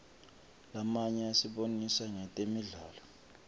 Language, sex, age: Swati, male, 25